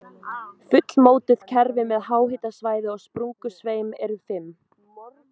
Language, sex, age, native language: Icelandic, female, 20-29, Icelandic